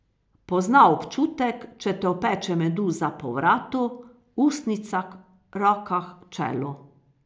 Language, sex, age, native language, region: Slovenian, female, 50-59, Slovenian, Carinthia region